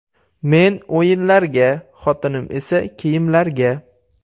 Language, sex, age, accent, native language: Uzbek, male, 18-24, Andijon, Uzbek